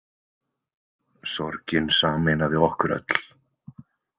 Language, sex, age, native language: Icelandic, male, 20-29, Icelandic